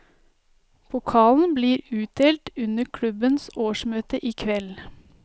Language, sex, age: Norwegian, female, 30